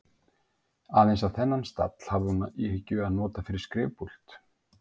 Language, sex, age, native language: Icelandic, male, 50-59, Icelandic